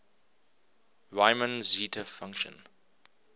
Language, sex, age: English, male, 24